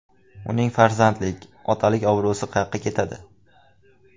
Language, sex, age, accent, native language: Uzbek, male, under 19, Andijon, Uzbek